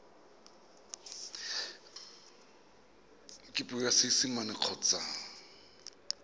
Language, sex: Tswana, male